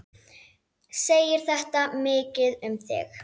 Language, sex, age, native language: Icelandic, female, 10, Icelandic